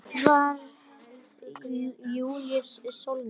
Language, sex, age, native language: Icelandic, male, 10, Icelandic